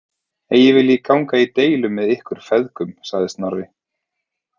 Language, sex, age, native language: Icelandic, male, 30-39, Icelandic